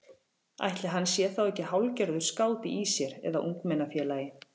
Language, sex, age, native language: Icelandic, female, 40-49, Icelandic